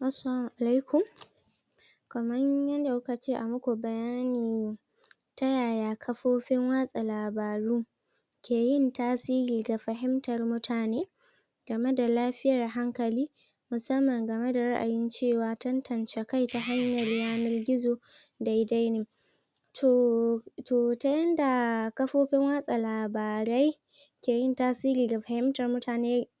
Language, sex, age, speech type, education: Hausa, female, 15-29, spontaneous, tertiary